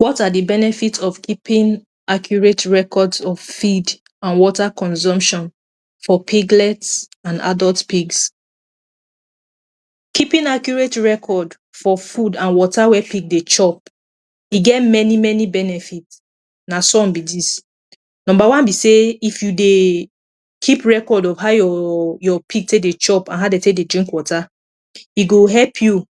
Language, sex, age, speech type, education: Nigerian Pidgin, female, 30-45, spontaneous, tertiary